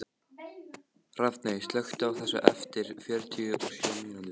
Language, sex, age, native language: Icelandic, male, 14, Icelandic